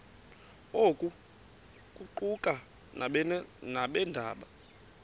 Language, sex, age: Xhosa, female, 28